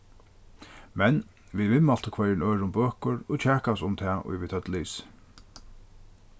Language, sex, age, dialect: Faroese, male, 36-60, Norðurstreymoy/Eysturoy